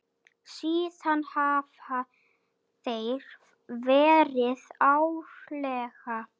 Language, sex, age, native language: Icelandic, male, 9, Icelandic